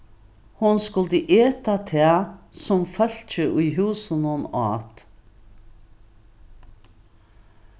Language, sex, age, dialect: Faroese, female, 61+, Norðuroyggjar